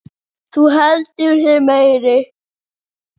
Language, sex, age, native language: Icelandic, male, 8, Icelandic